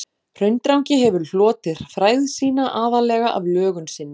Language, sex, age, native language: Icelandic, female, 40-49, Icelandic